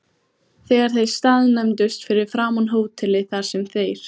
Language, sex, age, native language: Icelandic, female, 14, Icelandic